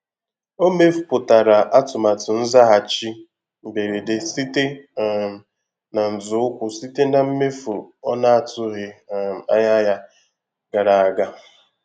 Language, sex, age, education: Igbo, male, 15-29, tertiary